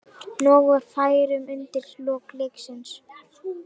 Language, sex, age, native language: Icelandic, female, 20-29, Icelandic